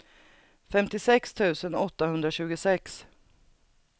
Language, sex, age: Swedish, female, 39